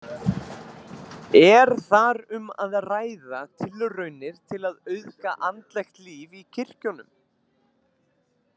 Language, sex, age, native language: Icelandic, male, 20-29, Icelandic